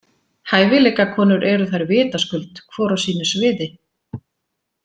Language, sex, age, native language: Icelandic, female, 40-49, Icelandic